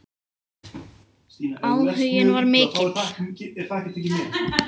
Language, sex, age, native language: Icelandic, female, 9, Icelandic